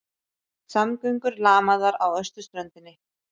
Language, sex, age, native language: Icelandic, female, 30-39, Icelandic